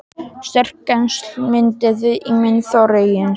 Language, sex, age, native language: Icelandic, male, 18-19, Polish